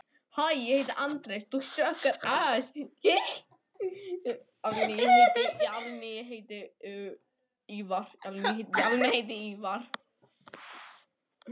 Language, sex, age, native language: Icelandic, other, 11, Japanese